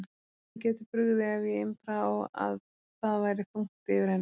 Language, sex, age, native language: Icelandic, female, 30-39, Icelandic